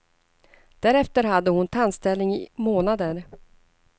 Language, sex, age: Swedish, female, 39